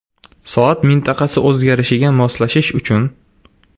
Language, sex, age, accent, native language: Uzbek, male, 18-24, Surxondaryo, Uzbek